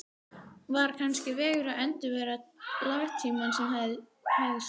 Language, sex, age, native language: Icelandic, female, 12, Icelandic